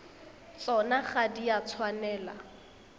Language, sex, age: Tswana, female, 21